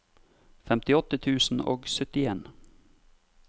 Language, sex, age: Norwegian, male, 32